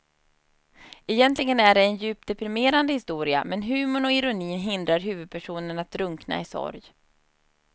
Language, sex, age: Swedish, female, 30